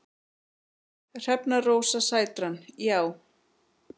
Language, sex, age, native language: Icelandic, female, 40-49, Icelandic